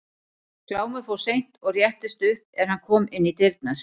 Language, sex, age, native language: Icelandic, female, 40-49, Icelandic